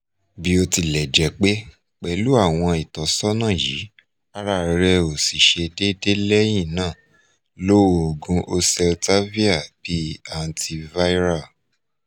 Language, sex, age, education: Yoruba, male, 30-45, tertiary